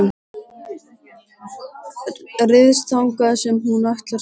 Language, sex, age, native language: Icelandic, male, 13, Icelandic